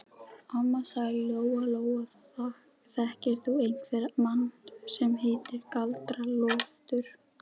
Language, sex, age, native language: Icelandic, female, 12, Icelandic